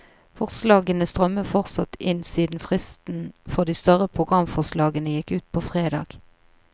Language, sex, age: Norwegian, female, 38